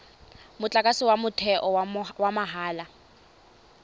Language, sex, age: Tswana, female, 20